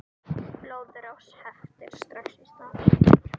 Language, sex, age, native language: Icelandic, female, 10, Icelandic